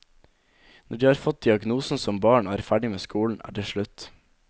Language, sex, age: Norwegian, male, 17